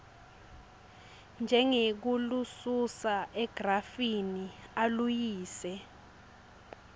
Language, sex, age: Swati, female, 22